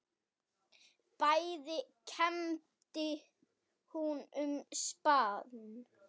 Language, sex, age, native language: Icelandic, male, 9, Icelandic